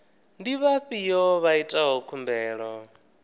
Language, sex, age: Venda, male, 19